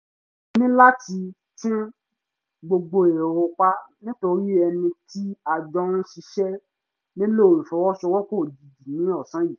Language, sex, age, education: Yoruba, male, 15-29, tertiary